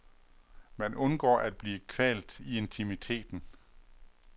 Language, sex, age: Danish, male, 48